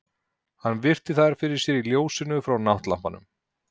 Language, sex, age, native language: Icelandic, male, 40-49, Icelandic